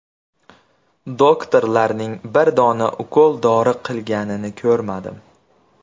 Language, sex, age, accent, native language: Uzbek, male, 25-34, Andijon, Uzbek